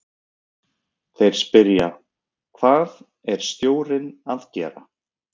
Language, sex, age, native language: Icelandic, male, 30-39, Icelandic